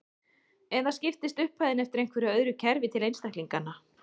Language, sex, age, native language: Icelandic, female, 30-39, Icelandic